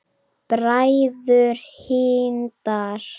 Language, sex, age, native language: Icelandic, female, 9, Icelandic